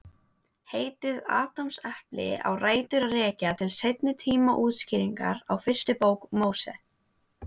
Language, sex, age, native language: Icelandic, female, 18-19, Icelandic